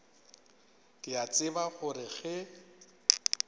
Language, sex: Northern Sotho, male